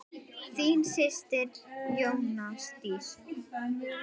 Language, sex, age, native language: Icelandic, female, 10, Icelandic